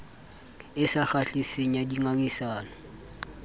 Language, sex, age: Southern Sotho, male, 24